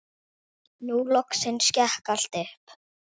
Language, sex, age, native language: Icelandic, female, 10, Icelandic